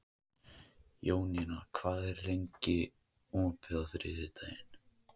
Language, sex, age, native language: Icelandic, male, 18-19, Icelandic